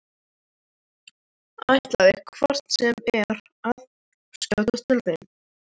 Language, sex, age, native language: Icelandic, male, 14, Icelandic